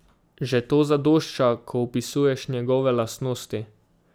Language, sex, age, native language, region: Slovenian, male, 18-29, Slovenian, Drava region